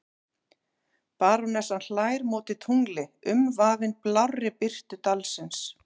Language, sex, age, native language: Icelandic, female, 40-49, Icelandic